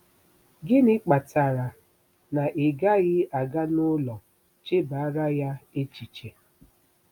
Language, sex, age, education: Igbo, female, 30-45, tertiary